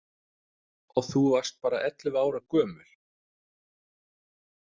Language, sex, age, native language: Icelandic, male, 30-39, Danish